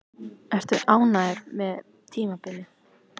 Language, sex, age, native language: Icelandic, female, 14, Icelandic